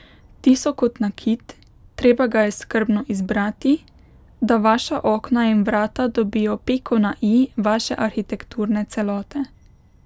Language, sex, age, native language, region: Slovenian, female, 18-29, Slovenian, Pomurje region